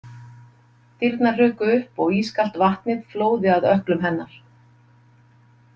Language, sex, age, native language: Icelandic, female, 50-59, Icelandic